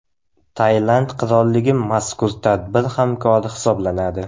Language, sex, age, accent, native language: Uzbek, male, 18-24, Samarqand, Uzbek